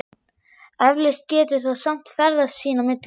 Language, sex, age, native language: Icelandic, female, 11, German